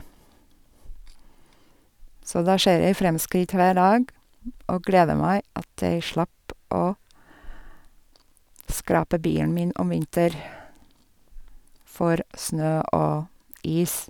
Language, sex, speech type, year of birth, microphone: Norwegian, female, spontaneous, 1961, Sennheiser